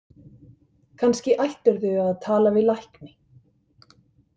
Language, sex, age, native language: Icelandic, male, 50-59, Icelandic